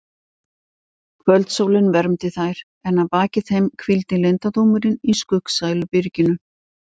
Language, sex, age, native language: Icelandic, female, 50-59, Icelandic